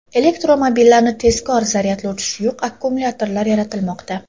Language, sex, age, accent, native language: Uzbek, female, 18-24, Toshkent shahri, Uzbek